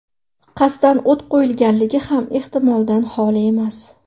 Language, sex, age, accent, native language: Uzbek, female, 18-24, Namangan, Uzbek